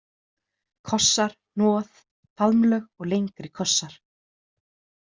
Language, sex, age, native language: Icelandic, female, 30-39, Icelandic